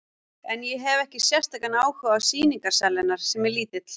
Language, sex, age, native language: Icelandic, female, 40-49, Icelandic